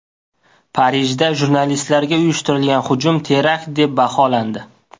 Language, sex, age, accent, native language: Uzbek, male, 18-24, Toshkent viloyati, Uzbek